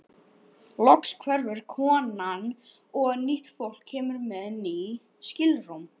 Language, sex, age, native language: Icelandic, male, 11, Icelandic